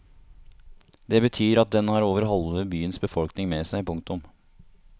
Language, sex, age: Norwegian, male, 30